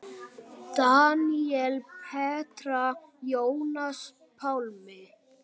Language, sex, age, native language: Icelandic, male, 8, Icelandic